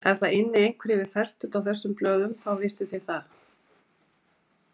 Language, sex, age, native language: Icelandic, female, 50-59, Icelandic